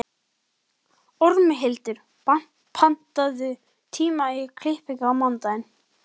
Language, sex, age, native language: Icelandic, male, 12, Icelandic